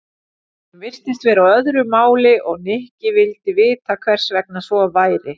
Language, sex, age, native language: Icelandic, female, 40-49, Icelandic